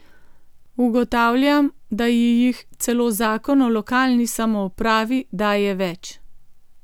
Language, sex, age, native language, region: Slovenian, female, 50-59, Slovenian, Gorenjska region